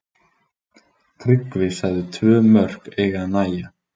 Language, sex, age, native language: Icelandic, male, 20-29, Icelandic